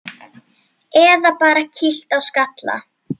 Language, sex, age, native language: Icelandic, female, 8, Icelandic